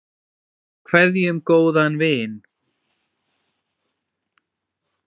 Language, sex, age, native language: Icelandic, female, 10, Icelandic